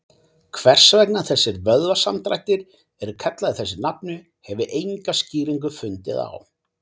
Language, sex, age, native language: Icelandic, male, 40-49, Icelandic